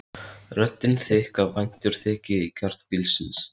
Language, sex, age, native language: Icelandic, male, 13, Icelandic